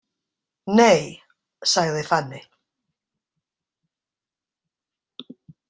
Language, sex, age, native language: Icelandic, female, 60-69, Icelandic